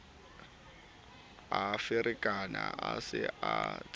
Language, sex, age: Southern Sotho, male, 19